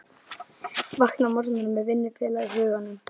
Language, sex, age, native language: Icelandic, female, 12, Icelandic